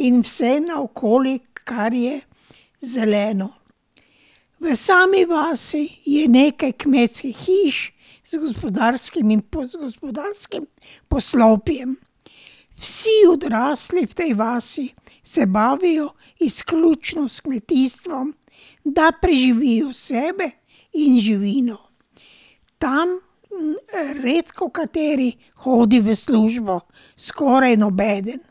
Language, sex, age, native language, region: Slovenian, female, 60+, Slovenian, Drava region